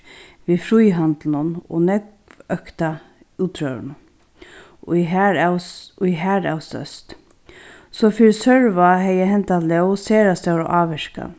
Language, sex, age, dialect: Faroese, female, 36-60, Sandoy